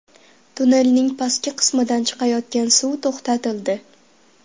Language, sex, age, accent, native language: Uzbek, female, 12-17, Farg'ona, Uzbek